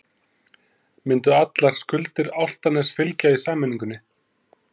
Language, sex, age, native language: Icelandic, male, 30-39, Icelandic